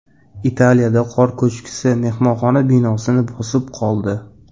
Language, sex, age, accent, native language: Uzbek, male, 18-24, Toshkent shahri, Uzbek